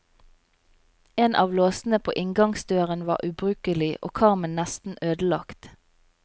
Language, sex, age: Norwegian, female, 27